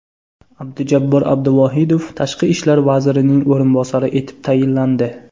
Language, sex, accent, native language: Uzbek, male, Toshkent viloyati, Uzbek